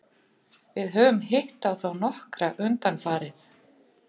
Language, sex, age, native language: Icelandic, female, 50-59, Icelandic